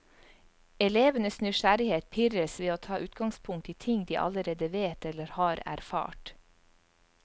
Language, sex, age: Norwegian, female, 44